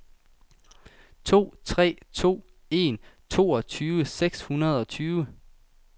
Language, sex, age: Danish, male, 19